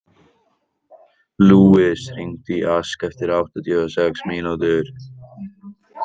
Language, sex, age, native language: Icelandic, male, 18-19, Icelandic